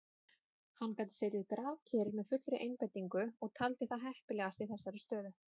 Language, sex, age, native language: Icelandic, female, 30-39, Icelandic